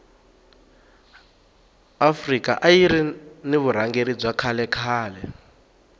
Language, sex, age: Tsonga, male, 18